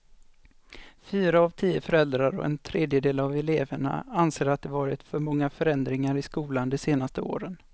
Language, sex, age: Swedish, male, 25